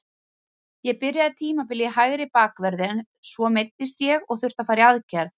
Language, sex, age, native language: Icelandic, female, 30-39, Icelandic